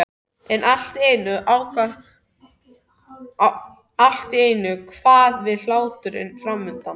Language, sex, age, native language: Icelandic, other, 13, Icelandic